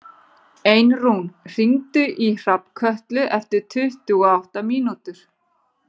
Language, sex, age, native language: Icelandic, female, 40-49, Icelandic